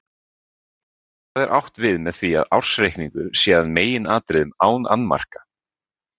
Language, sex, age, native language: Icelandic, male, 20-29, Icelandic